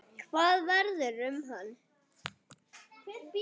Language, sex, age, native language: Icelandic, male, 8, Icelandic